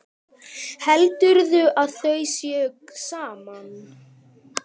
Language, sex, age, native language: Icelandic, male, 18-19, Icelandic